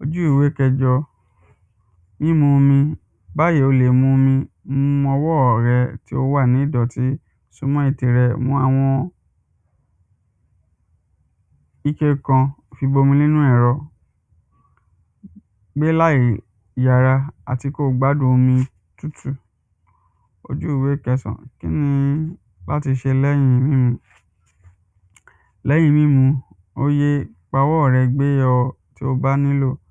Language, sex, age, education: Yoruba, male, 30-45, secondary